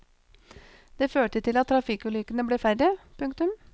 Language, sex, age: Norwegian, female, 28